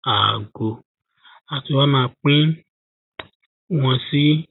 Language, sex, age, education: Yoruba, male, 15-29, primary